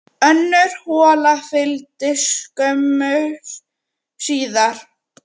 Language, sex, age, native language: Icelandic, female, 9, Icelandic